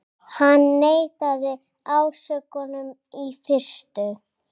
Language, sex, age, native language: Icelandic, female, 30-39, Icelandic